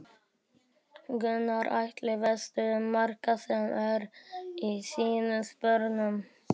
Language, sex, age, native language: Icelandic, male, 12, Icelandic